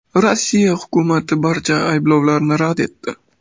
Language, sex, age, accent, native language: Uzbek, male, 18-24, Navoiy, Uzbek